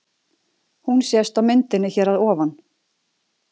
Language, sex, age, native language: Icelandic, female, 40-49, Icelandic